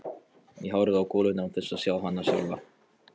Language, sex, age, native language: Icelandic, male, 13, Polish